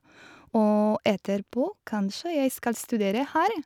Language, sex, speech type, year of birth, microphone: Norwegian, female, spontaneous, 1986, Shure